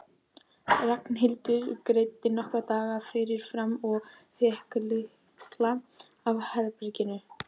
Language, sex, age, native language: Icelandic, female, 12, Icelandic